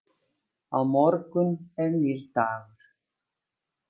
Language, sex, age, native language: Icelandic, female, 50-59, Icelandic